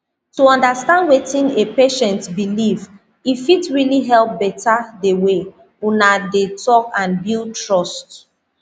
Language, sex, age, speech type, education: Nigerian Pidgin, female, 30-45, spontaneous, tertiary